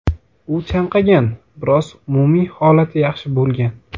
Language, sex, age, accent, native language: Uzbek, male, 18-24, Toshkent viloyati, Uzbek